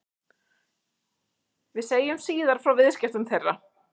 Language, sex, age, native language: Icelandic, female, 30-39, Icelandic